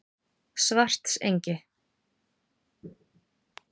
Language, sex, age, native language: Icelandic, female, 40-49, Icelandic